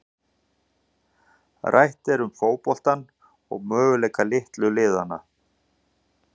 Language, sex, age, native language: Icelandic, male, 40-49, Icelandic